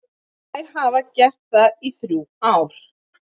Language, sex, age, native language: Icelandic, female, 40-49, Icelandic